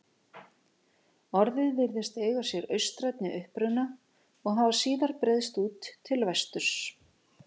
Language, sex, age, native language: Icelandic, female, 50-59, Icelandic